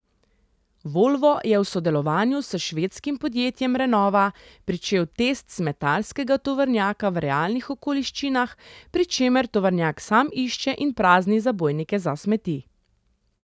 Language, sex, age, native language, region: Slovenian, female, 30-49, Slovenian, Central Slovenia